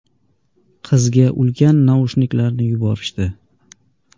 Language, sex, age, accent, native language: Uzbek, male, 18-24, Andijon, Uzbek